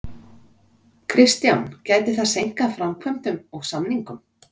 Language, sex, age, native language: Icelandic, female, 40-49, Icelandic